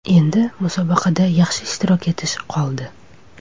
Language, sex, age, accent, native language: Uzbek, female, 25-34, Toshkent shahri, Uzbek